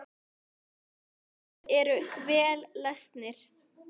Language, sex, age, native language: Icelandic, male, 10, Icelandic